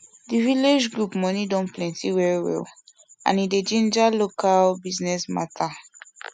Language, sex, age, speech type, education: Nigerian Pidgin, female, 15-29, spontaneous, secondary